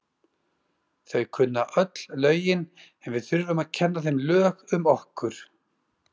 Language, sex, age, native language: Icelandic, male, 40-49, Icelandic